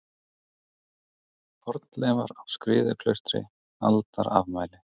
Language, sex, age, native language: Icelandic, male, 30-39, Icelandic